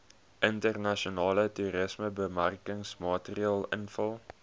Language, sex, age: Afrikaans, male, 21